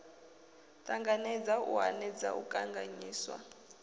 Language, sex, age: Venda, female, 22